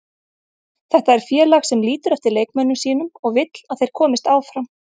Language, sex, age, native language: Icelandic, female, 30-39, Icelandic